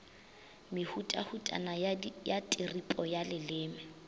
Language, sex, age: Northern Sotho, female, 22